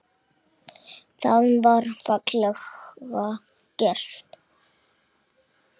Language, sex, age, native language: Icelandic, male, 6, Icelandic